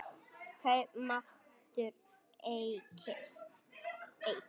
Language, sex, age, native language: Icelandic, male, 18-19, Icelandic